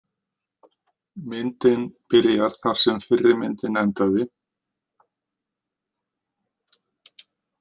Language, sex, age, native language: Icelandic, male, 50-59, Icelandic